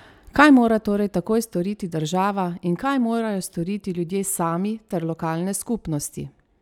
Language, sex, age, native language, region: Slovenian, female, 30-49, Slovenian, Savinja region